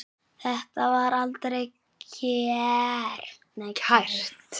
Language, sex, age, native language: Icelandic, male, 7, Icelandic